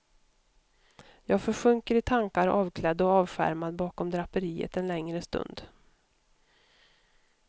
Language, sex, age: Swedish, female, 52